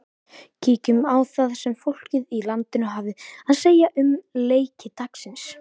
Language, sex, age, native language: Icelandic, male, 18-19, Icelandic